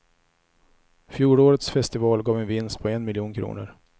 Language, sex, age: Swedish, male, 34